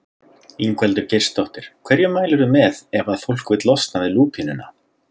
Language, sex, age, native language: Icelandic, male, 30-39, Icelandic